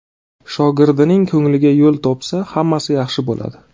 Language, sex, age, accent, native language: Uzbek, male, 30-39, Navoiy, Uzbek